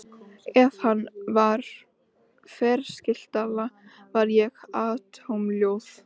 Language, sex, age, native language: Icelandic, female, 13, Icelandic